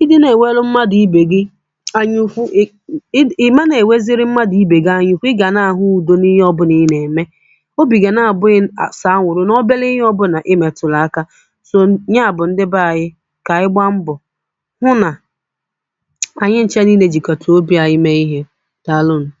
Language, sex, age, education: Igbo, female, 15-29, secondary